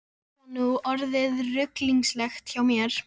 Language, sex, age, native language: Icelandic, female, 13, Icelandic